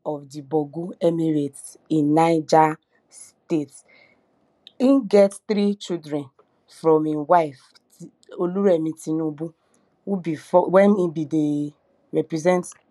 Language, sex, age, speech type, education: Nigerian Pidgin, female, 30-45, spontaneous, tertiary